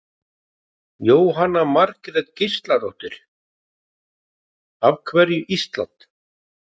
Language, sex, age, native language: Icelandic, male, 50-59, Icelandic